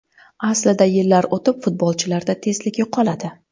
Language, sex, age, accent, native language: Uzbek, female, 25-34, Surxondaryo, Uzbek